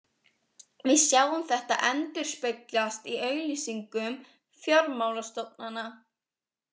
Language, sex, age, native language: Icelandic, female, 18-19, Icelandic